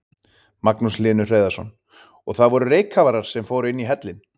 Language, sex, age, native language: Icelandic, male, 30-39, Icelandic